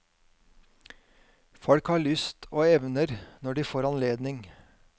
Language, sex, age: Norwegian, male, 50